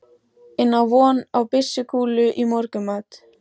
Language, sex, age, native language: Icelandic, female, 14, Icelandic